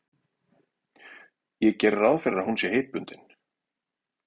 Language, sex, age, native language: Icelandic, male, 40-49, Icelandic